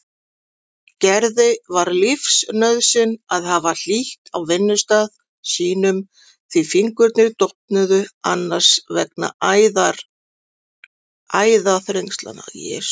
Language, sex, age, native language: Icelandic, female, 40-49, Icelandic